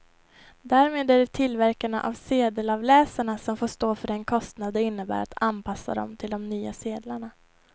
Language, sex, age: Swedish, female, 21